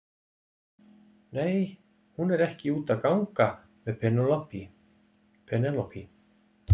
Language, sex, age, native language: Icelandic, male, 50-59, Icelandic